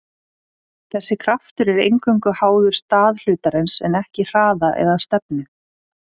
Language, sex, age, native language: Icelandic, female, 30-39, Icelandic